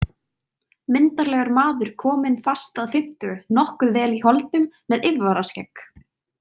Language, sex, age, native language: Icelandic, female, 20-29, Icelandic